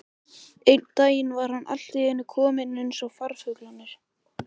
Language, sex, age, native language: Icelandic, male, 18-19, Icelandic